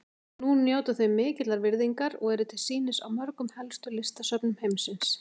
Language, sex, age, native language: Icelandic, female, 40-49, Icelandic